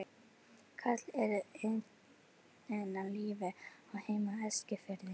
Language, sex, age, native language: Icelandic, female, 11, Icelandic